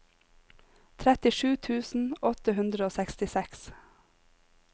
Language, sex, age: Norwegian, female, 26